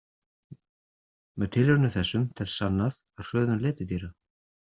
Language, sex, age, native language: Icelandic, male, 50-59, Icelandic